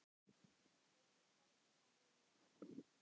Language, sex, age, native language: Icelandic, male, 10, Icelandic